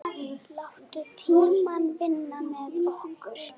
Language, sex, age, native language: Icelandic, female, 7, Icelandic